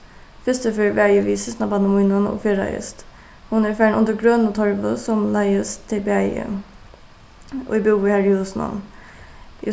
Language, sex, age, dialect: Faroese, female, 15-35, Suðuroy